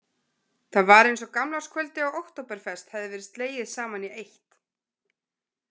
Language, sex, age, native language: Icelandic, female, 20-29, Icelandic